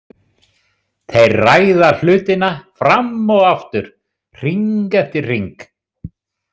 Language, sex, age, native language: Icelandic, male, 60-69, Icelandic